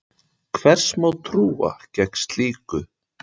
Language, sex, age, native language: Icelandic, female, 10, Icelandic